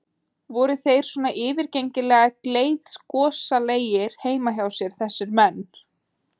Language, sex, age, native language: Icelandic, female, 20-29, Icelandic